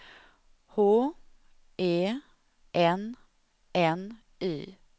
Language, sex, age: Swedish, female, 31